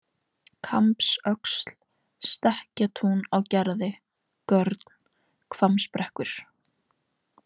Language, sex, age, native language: Icelandic, female, 18-19, Icelandic